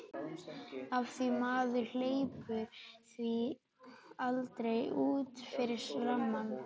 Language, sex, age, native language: Icelandic, male, 11, Icelandic